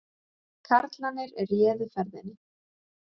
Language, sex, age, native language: Icelandic, female, 30-39, Icelandic